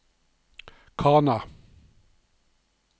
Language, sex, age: Norwegian, male, 59